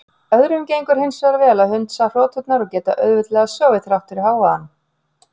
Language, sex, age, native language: Icelandic, female, 40-49, Icelandic